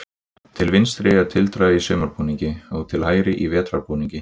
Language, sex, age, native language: Icelandic, male, 20-29, Icelandic